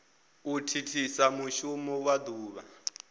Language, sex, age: Venda, male, 22